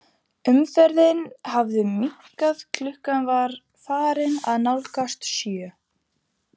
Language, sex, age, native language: Icelandic, female, 15, Icelandic